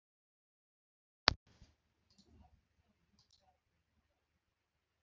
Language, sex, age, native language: Icelandic, female, 40-49, Icelandic